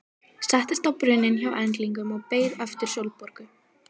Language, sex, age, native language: Icelandic, female, 12, Icelandic